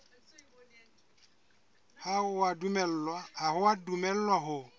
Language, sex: Southern Sotho, male